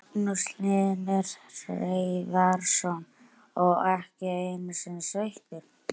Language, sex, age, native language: Icelandic, male, 11, Icelandic